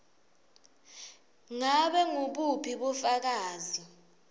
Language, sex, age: Swati, female, 20